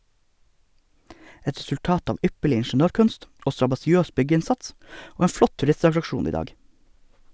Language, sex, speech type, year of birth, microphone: Norwegian, male, read, 1982, Sennheiser